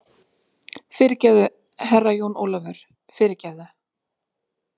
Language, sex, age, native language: Icelandic, female, 40-49, Icelandic